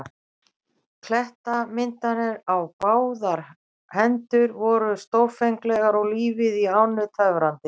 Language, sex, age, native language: Icelandic, female, 60-69, Icelandic